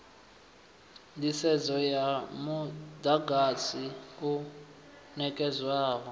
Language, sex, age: Venda, male, 24